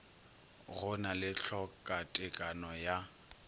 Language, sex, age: Northern Sotho, male, 22